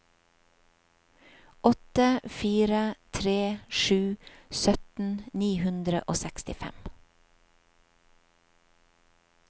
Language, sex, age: Norwegian, female, 50